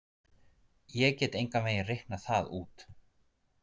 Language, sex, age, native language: Icelandic, male, 40-49, Icelandic